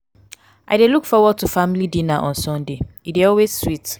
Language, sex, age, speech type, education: Nigerian Pidgin, female, 15-29, spontaneous, tertiary